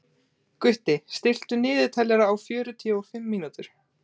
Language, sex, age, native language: Icelandic, male, 18-19, Icelandic